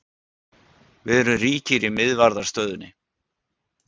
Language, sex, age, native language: Icelandic, male, 60-69, Icelandic